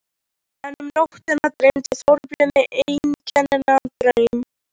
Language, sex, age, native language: Icelandic, male, 13, Icelandic